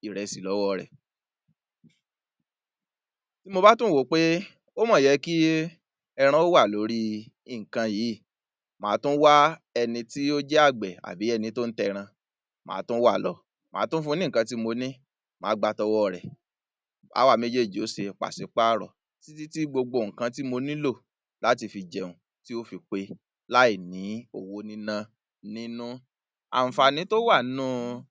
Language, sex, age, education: Yoruba, male, 30-45, tertiary